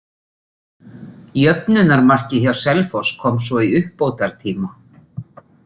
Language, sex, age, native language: Icelandic, female, 40-49, Icelandic